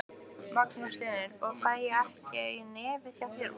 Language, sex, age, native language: Icelandic, female, 15, Icelandic